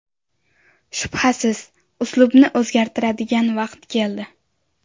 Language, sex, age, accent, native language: Uzbek, female, under 19, Andijon, Uzbek